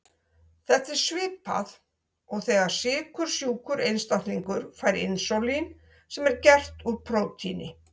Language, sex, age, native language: Icelandic, female, 60-69, Icelandic